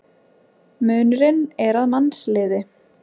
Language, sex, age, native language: Icelandic, female, 20-29, Icelandic